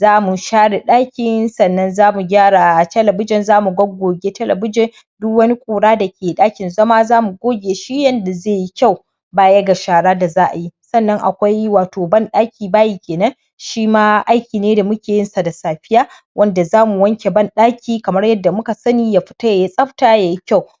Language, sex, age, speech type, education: Hausa, male, 15-29, spontaneous, primary